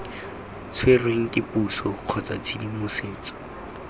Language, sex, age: Tswana, male, 18